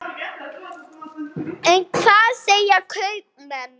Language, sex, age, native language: Icelandic, female, 11, Icelandic